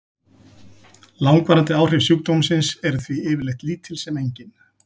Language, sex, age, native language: Icelandic, male, 40-49, Icelandic